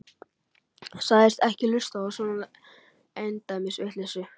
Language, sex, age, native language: Icelandic, male, 11, Icelandic